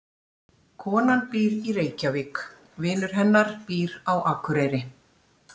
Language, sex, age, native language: Icelandic, female, 60-69, Icelandic